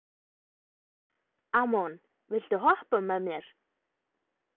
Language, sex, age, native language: Icelandic, female, 20-29, Icelandic